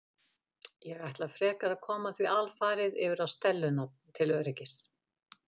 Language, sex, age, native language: Icelandic, female, 50-59, Icelandic